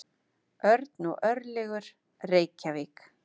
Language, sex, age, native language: Icelandic, female, 50-59, Icelandic